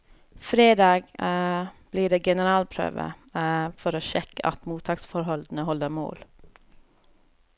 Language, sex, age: Norwegian, female, 30